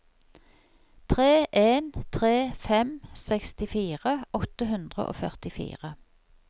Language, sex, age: Norwegian, female, 55